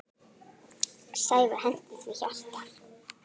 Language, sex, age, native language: Icelandic, female, 9, Icelandic